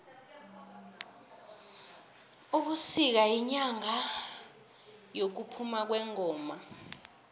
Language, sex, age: South Ndebele, female, 22